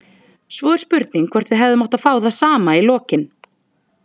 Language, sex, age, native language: Icelandic, female, 20-29, Icelandic